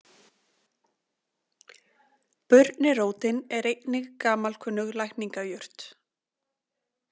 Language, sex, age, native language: Icelandic, female, 40-49, Icelandic